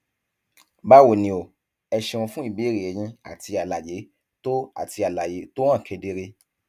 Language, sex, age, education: Yoruba, male, 15-29, tertiary